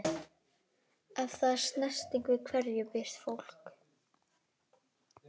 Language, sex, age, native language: Icelandic, male, 12, Icelandic